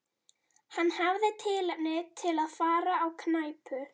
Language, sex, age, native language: Icelandic, female, 12, Icelandic